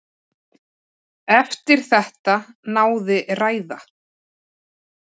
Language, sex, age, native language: Icelandic, female, 30-39, Icelandic